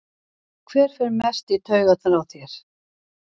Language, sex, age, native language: Icelandic, female, 60-69, Icelandic